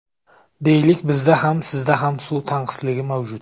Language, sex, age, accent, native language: Uzbek, male, 19-29, Samarqand, Uzbek